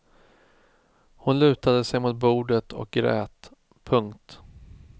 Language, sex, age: Swedish, male, 36